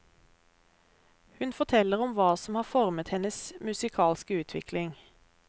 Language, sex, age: Norwegian, female, 32